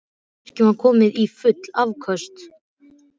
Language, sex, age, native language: Icelandic, male, 12, Icelandic